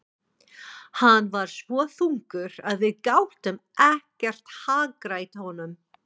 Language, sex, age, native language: Icelandic, female, 40-49, English